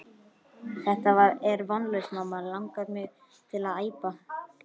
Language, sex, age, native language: Icelandic, male, 12, Icelandic